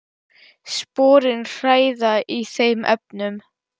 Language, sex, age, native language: Icelandic, female, 10, Icelandic